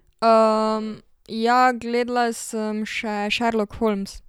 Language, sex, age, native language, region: Slovenian, female, 12-17, Slovenian, Savinja region